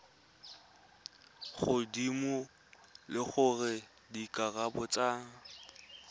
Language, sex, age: Tswana, male, 20